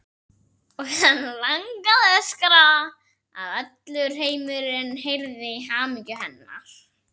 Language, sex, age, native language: Icelandic, female, 40-49, Icelandic